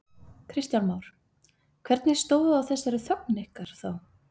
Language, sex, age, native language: Icelandic, female, 30-39, Icelandic